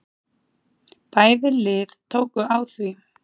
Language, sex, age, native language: Icelandic, female, 30-39, Icelandic